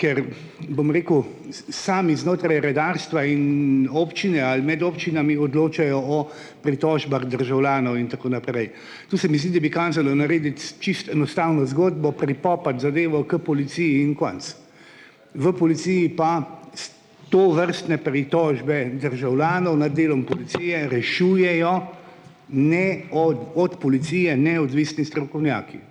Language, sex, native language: Slovenian, male, Slovenian